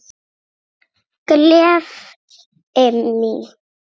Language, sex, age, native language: Icelandic, female, 6, Icelandic